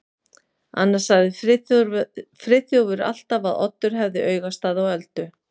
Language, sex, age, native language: Icelandic, female, 50-59, Icelandic